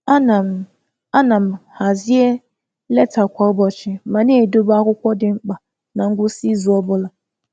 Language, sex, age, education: Igbo, female, 30-45, tertiary